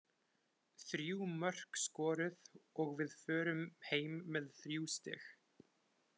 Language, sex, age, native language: Icelandic, male, 20-29, Icelandic